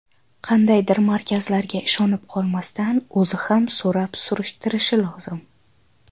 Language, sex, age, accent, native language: Uzbek, female, 19-29, Qashqadaryo, Uzbek